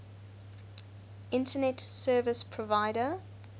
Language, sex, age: English, female, 19